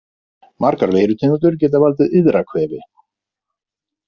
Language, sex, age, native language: Icelandic, male, 50-59, Icelandic